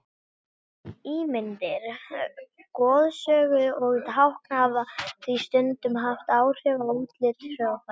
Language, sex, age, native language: Icelandic, female, 18-19, Icelandic